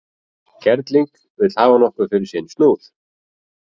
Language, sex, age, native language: Icelandic, male, 40-49, Icelandic